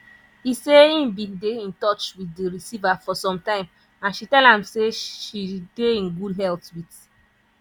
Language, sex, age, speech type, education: Nigerian Pidgin, female, 15-29, spontaneous, tertiary